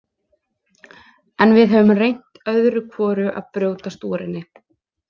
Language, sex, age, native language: Icelandic, female, 20-29, Icelandic